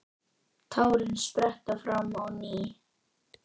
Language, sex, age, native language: Icelandic, female, 10, Icelandic